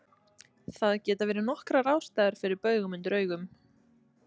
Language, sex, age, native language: Icelandic, female, 20-29, Icelandic